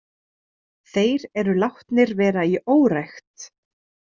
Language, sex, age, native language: Icelandic, female, 30-39, Icelandic